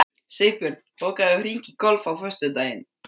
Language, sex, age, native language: Icelandic, male, 12, Icelandic